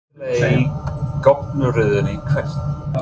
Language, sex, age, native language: Icelandic, male, 30-39, English